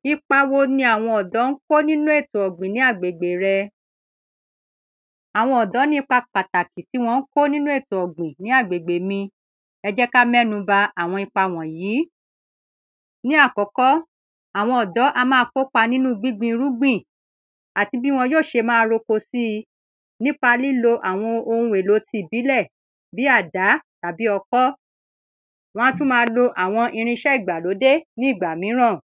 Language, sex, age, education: Yoruba, female, 30-45, secondary